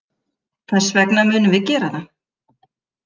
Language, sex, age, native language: Icelandic, female, 50-59, Icelandic